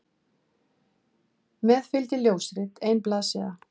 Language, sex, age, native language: Icelandic, female, 50-59, Icelandic